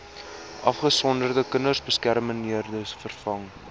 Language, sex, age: Afrikaans, male, 19